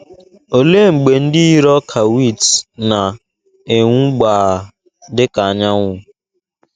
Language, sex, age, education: Igbo, male, 15-29, tertiary